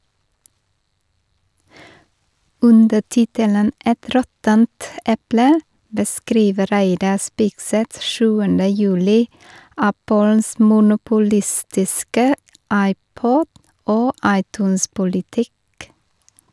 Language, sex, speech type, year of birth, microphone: Norwegian, female, read, 1973, Shure